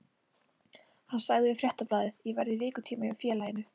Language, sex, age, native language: Icelandic, female, 18-19, Icelandic